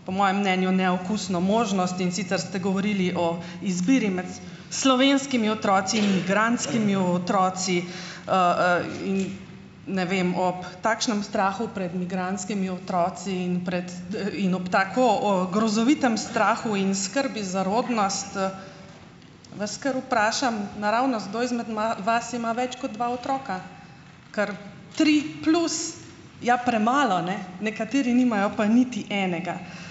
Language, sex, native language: Slovenian, female, Slovenian